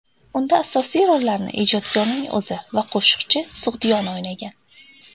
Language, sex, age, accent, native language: Uzbek, female, 18-24, Andijon, Uzbek